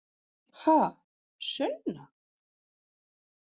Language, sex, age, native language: Icelandic, female, 40-49, Icelandic